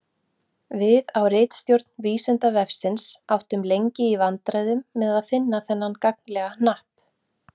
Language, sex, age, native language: Icelandic, female, 40-49, Icelandic